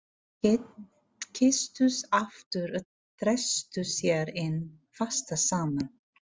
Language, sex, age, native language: Icelandic, female, 40-49, Filipino